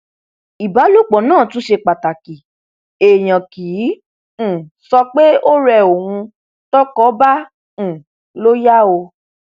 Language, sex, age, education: Yoruba, female, 15-29, tertiary